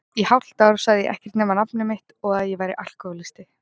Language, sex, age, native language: Icelandic, female, 20-29, Icelandic